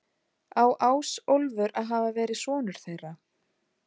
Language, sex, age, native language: Icelandic, female, 40-49, Icelandic